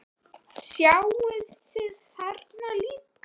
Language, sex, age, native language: Icelandic, female, 9, Icelandic